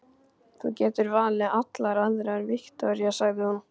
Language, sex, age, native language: Icelandic, male, 12, Icelandic